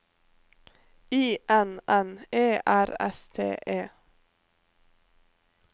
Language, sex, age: Norwegian, female, 21